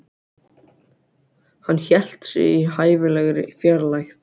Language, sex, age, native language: Icelandic, other, 12, Icelandic